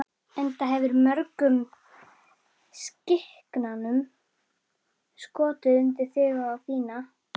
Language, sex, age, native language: Icelandic, female, 11, Icelandic